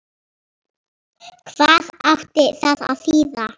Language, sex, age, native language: Icelandic, female, 6, Icelandic